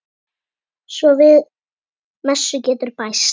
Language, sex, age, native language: Icelandic, female, 8, Icelandic